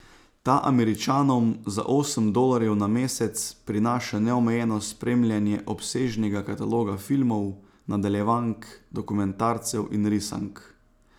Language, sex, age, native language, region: Slovenian, male, 30-49, Slovenian, Savinja region